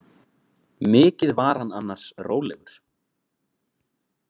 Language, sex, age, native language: Icelandic, male, 20-29, Icelandic